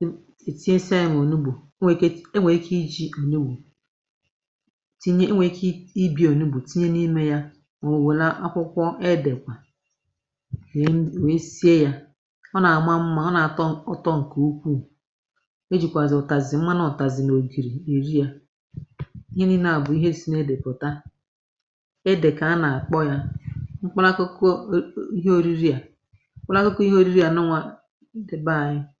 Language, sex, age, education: Igbo, female, 46-60, tertiary